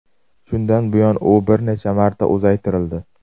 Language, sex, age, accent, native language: Uzbek, male, 18-24, Jizzax, Uzbek